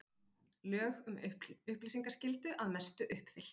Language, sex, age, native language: Icelandic, female, 40-49, Icelandic